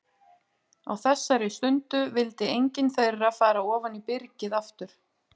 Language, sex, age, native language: Icelandic, female, 40-49, Icelandic